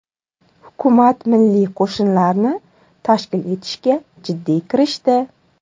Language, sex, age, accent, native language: Uzbek, female, 19-29, Samarqand, Uzbek